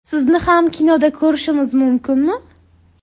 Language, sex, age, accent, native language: Uzbek, female, 18-24, Buxoro, Uzbek